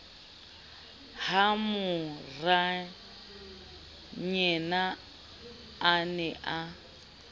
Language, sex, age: Southern Sotho, female, 29